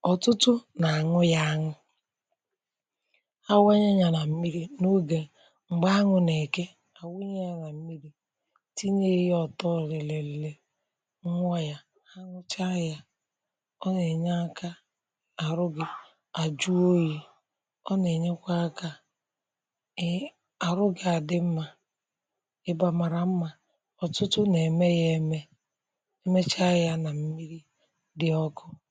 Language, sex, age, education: Igbo, female, 46-60, tertiary